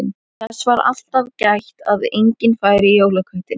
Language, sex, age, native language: Icelandic, female, 11, Icelandic